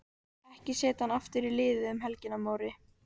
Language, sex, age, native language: Icelandic, female, 18-19, Icelandic